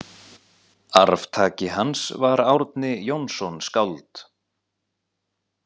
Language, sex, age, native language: Icelandic, male, 40-49, Icelandic